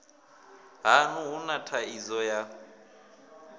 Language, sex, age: Venda, male, 24